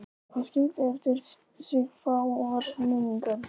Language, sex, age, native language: Icelandic, male, 11, Polish